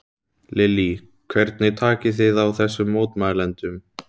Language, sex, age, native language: Icelandic, male, 17, Icelandic